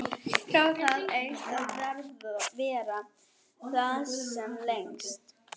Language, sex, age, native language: Icelandic, female, 11, German